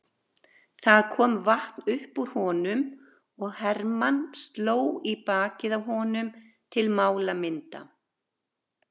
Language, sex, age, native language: Icelandic, female, 60-69, Icelandic